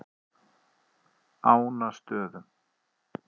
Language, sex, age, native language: Icelandic, male, 30-39, Icelandic